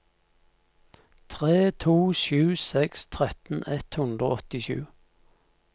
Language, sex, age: Norwegian, male, 50